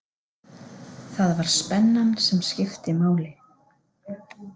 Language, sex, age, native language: Icelandic, female, 30-39, Icelandic